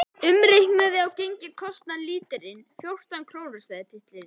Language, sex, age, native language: Icelandic, male, 11, Icelandic